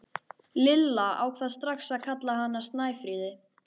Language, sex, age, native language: Icelandic, female, 13, Icelandic